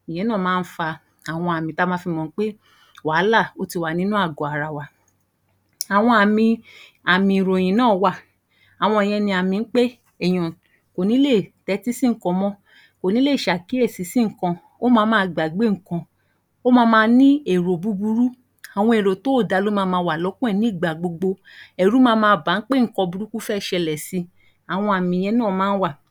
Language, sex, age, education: Yoruba, female, 15-29, tertiary